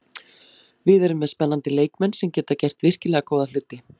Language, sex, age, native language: Icelandic, female, 40-49, Icelandic